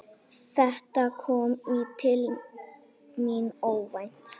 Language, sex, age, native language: Icelandic, female, 8, Icelandic